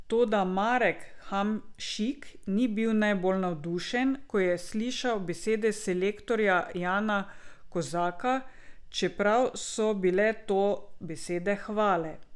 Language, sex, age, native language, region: Slovenian, female, 50-59, Slovenian, Drava region